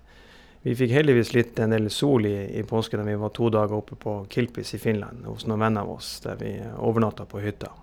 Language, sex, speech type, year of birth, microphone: Norwegian, male, spontaneous, 1971, Shure